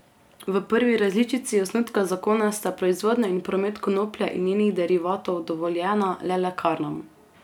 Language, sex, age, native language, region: Slovenian, female, 18-29, Slovenian, Carinthia region